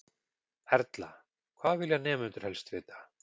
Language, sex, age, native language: Icelandic, male, 40-49, Icelandic